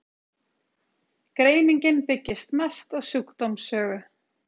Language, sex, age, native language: Icelandic, female, 30-39, Icelandic